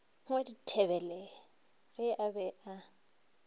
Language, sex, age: Northern Sotho, female, 23